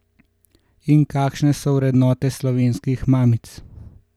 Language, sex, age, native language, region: Slovenian, male, 18-29, Slovenian, Gorenjska region